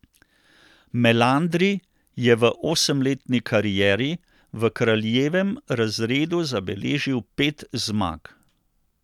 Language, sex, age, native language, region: Slovenian, male, 60+, Slovenian, Central Slovenia